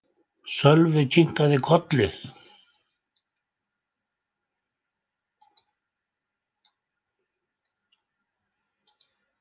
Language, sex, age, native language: Icelandic, male, 80-89, Icelandic